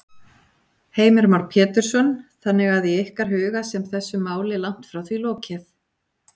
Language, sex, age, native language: Icelandic, female, 40-49, Icelandic